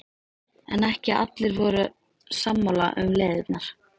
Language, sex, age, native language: Icelandic, female, 13, Icelandic